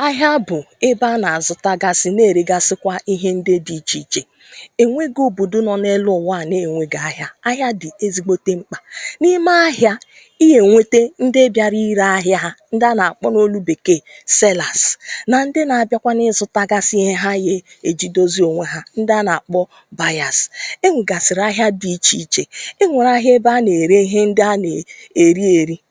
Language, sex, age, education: Igbo, female, 30-45, tertiary